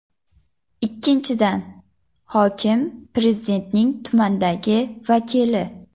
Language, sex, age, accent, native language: Uzbek, female, under 19, Toshkent shahri, Uzbek